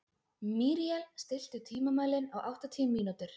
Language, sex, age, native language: Icelandic, female, 20-29, Icelandic